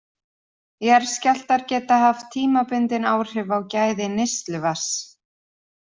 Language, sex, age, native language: Icelandic, female, 40-49, Icelandic